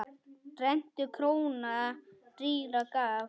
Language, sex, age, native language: Icelandic, male, 9, Icelandic